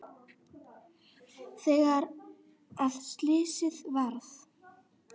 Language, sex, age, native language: Icelandic, female, 9, Icelandic